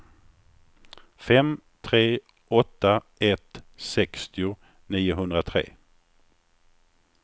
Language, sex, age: Swedish, male, 49